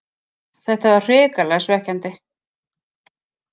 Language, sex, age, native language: Icelandic, female, 50-59, Icelandic